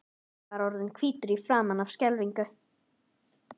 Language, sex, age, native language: Icelandic, female, 11, Icelandic